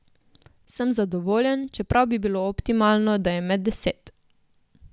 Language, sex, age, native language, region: Slovenian, female, 18-29, Slovenian, Southeast Slovenia